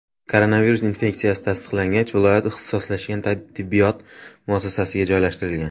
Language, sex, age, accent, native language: Uzbek, male, under 19, Andijon, Uzbek